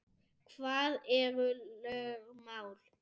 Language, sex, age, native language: Icelandic, male, 7, Icelandic